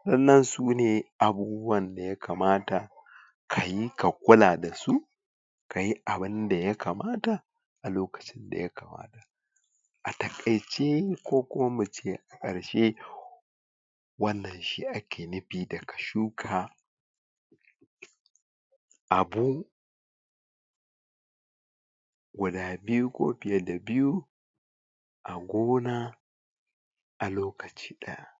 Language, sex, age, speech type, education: Hausa, male, 46-60, spontaneous, tertiary